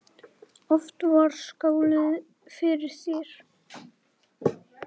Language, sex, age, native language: Icelandic, male, 10, Icelandic